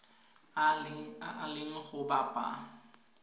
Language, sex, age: Tswana, female, 22